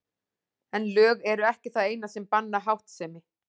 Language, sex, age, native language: Icelandic, female, 40-49, Icelandic